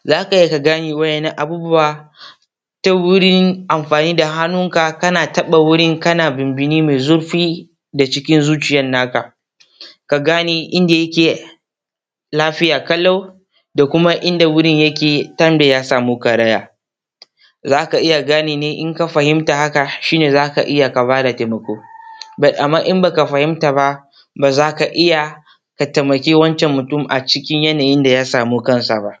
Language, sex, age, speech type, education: Hausa, male, 15-29, spontaneous, tertiary